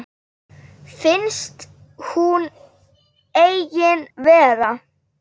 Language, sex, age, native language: Icelandic, female, 8, Icelandic